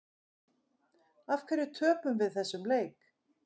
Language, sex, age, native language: Icelandic, female, 50-59, Icelandic